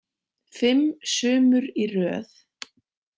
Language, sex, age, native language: Icelandic, female, 18-19, Icelandic